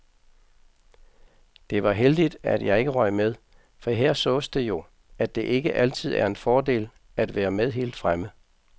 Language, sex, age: Danish, male, 55